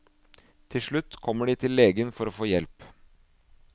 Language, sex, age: Norwegian, male, 24